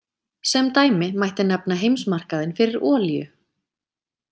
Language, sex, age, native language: Icelandic, female, 30-39, Icelandic